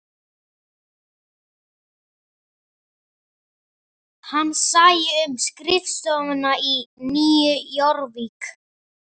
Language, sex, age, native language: Icelandic, male, 12, Icelandic